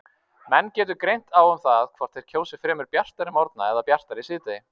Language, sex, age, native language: Icelandic, male, 30-39, Icelandic